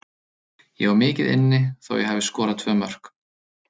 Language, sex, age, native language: Icelandic, male, 30-39, Icelandic